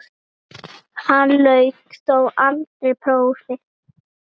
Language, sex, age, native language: Icelandic, female, 9, Icelandic